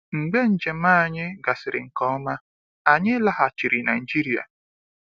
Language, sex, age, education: Igbo, male, 15-29, tertiary